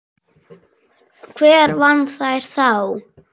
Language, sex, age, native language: Icelandic, male, 6, Icelandic